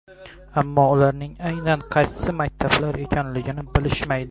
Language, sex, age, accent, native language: Uzbek, male, 18-24, Xorazm, Uzbek